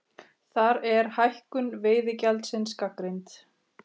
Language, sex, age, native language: Icelandic, female, 40-49, Icelandic